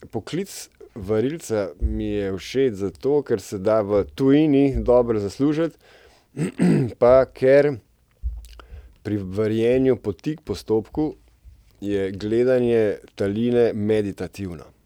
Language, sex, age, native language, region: Slovenian, male, 30-49, Slovenian, Central Slovenia